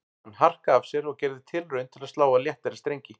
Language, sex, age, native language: Icelandic, male, 40-49, Icelandic